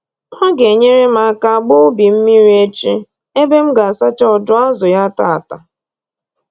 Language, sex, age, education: Igbo, female, 30-45, tertiary